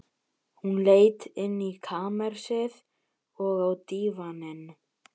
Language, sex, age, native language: Icelandic, female, 12, Icelandic